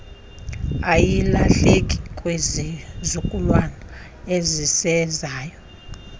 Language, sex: Xhosa, female